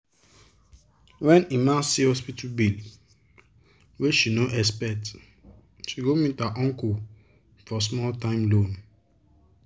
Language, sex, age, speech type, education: Nigerian Pidgin, male, 15-29, spontaneous, tertiary